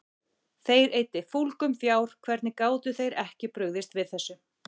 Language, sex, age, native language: Icelandic, female, 40-49, Icelandic